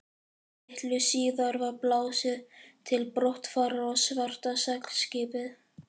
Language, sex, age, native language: Icelandic, male, 11, Icelandic